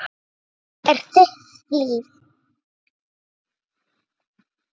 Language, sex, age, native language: Icelandic, female, 6, Icelandic